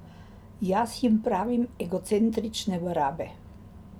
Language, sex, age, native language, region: Slovenian, female, 60+, Slovenian, Drava region